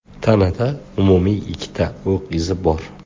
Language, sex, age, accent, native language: Uzbek, male, 25-34, Buxoro, Uzbek